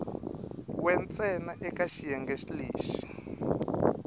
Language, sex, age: Tsonga, male, 21